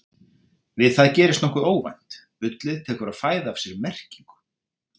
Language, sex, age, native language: Icelandic, male, 30-39, Icelandic